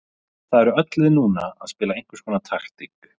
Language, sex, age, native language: Icelandic, male, 30-39, Icelandic